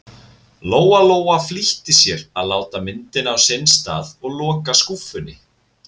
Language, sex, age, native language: Icelandic, male, 20-29, Icelandic